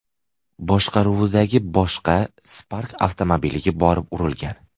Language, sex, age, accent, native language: Uzbek, male, 18-24, Farg'ona, Uzbek